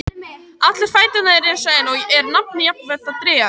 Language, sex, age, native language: Icelandic, female, 18-19, Icelandic